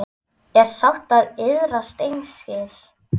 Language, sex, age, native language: Icelandic, female, 10, Icelandic